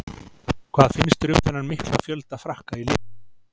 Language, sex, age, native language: Icelandic, male, 40-49, Icelandic